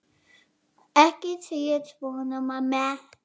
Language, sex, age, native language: Icelandic, female, 10, Icelandic